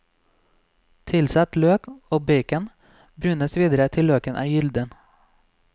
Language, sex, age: Norwegian, male, 26